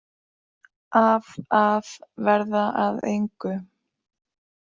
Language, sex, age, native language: Icelandic, female, 40-49, Icelandic